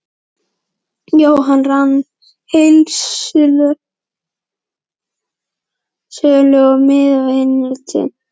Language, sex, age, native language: Icelandic, female, 12, Icelandic